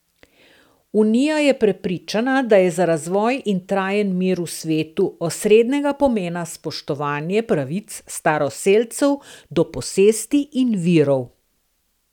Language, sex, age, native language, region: Slovenian, female, 60+, Slovenian, Southeast Slovenia